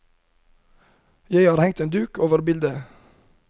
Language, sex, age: Norwegian, male, 31